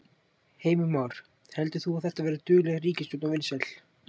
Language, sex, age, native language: Icelandic, male, 18-19, Icelandic